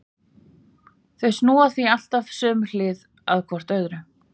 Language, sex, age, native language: Icelandic, female, 40-49, Icelandic